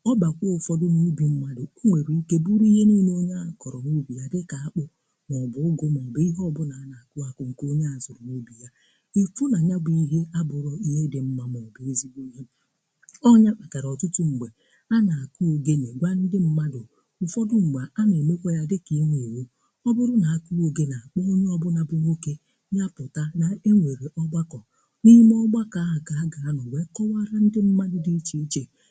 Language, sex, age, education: Igbo, female, 60+, tertiary